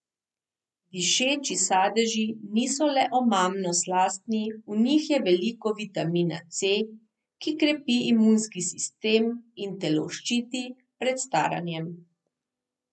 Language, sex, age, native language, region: Slovenian, female, 30-49, Slovenian, Southeast Slovenia